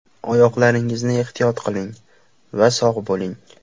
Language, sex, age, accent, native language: Uzbek, male, 18-24, Namangan, Uzbek